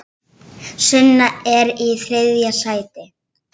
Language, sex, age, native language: Icelandic, female, 7, Icelandic